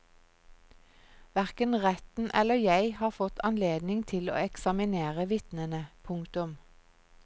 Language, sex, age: Norwegian, female, 46